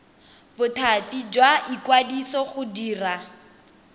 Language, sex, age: Tswana, female, 23